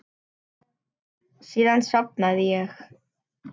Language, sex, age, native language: Icelandic, male, 10, Icelandic